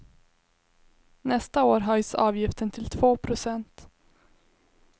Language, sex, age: Swedish, female, 21